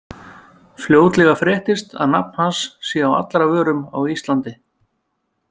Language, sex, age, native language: Icelandic, male, 50-59, Icelandic